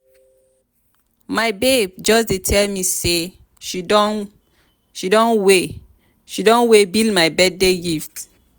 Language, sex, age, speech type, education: Nigerian Pidgin, female, 30-45, spontaneous, tertiary